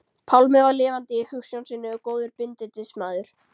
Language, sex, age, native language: Icelandic, female, 13, Icelandic